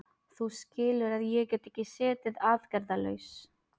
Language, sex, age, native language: Icelandic, female, 30-39, Filipino